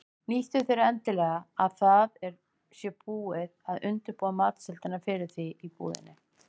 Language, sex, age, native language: Icelandic, female, 50-59, Icelandic